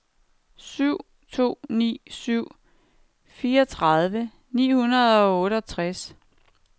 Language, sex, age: Danish, female, 49